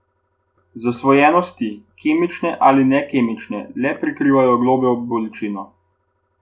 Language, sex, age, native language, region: Slovenian, male, 18-29, Slovenian, Gorenjska region